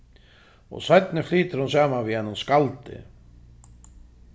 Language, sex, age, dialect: Faroese, male, 36-60, Suðuroy